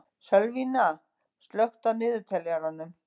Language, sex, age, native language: Icelandic, female, 50-59, Icelandic